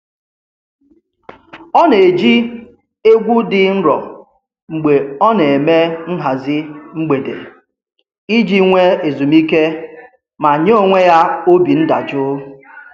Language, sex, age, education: Igbo, male, 30-45, tertiary